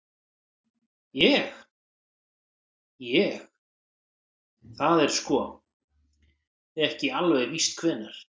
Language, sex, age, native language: Icelandic, male, 40-49, Icelandic